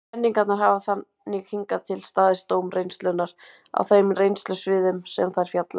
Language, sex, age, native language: Icelandic, female, 30-39, Icelandic